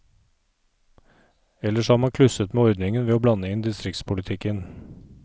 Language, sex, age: Norwegian, male, 39